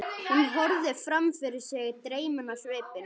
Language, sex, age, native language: Icelandic, male, 11, Icelandic